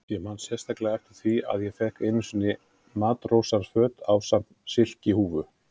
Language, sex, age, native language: Icelandic, male, 30-39, Icelandic